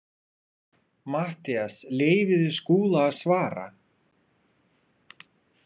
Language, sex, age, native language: Icelandic, male, 30-39, Russian